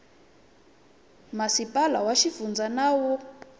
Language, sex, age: Tsonga, female, 20